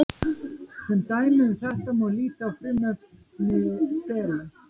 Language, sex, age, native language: Icelandic, female, 50-59, Icelandic